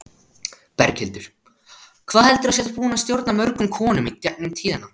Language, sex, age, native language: Icelandic, male, 16, Icelandic